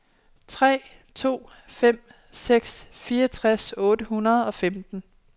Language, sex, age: Danish, female, 27